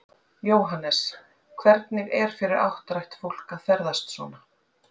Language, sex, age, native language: Icelandic, female, 40-49, Icelandic